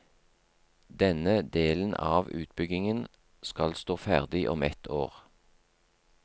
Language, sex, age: Norwegian, male, 43